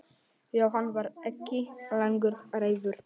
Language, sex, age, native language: Icelandic, male, 10, Polish